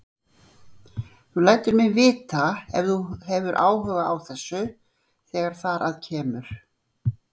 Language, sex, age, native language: Icelandic, female, 60-69, Icelandic